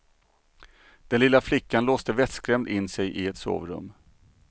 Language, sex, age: Swedish, male, 39